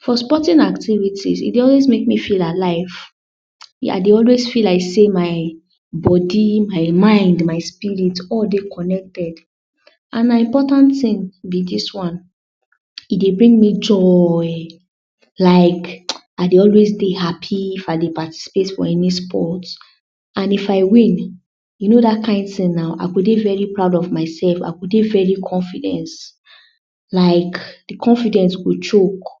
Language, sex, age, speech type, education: Nigerian Pidgin, female, 60+, spontaneous, tertiary